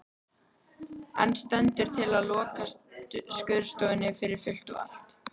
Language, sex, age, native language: Icelandic, female, 13, Icelandic